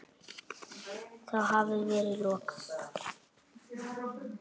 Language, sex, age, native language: Icelandic, male, 8, Icelandic